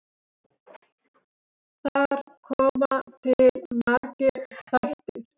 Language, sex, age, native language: Icelandic, male, 7, Icelandic